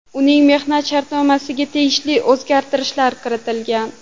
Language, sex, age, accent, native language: Uzbek, female, 12-17, Toshkent shahri, Uzbek